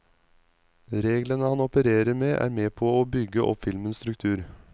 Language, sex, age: Norwegian, male, 35